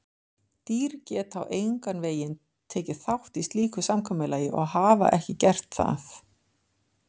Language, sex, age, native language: Icelandic, female, 50-59, Icelandic